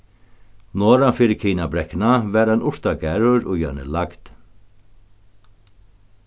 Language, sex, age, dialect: Faroese, male, 61+, Norðurstreymoy/Eysturoy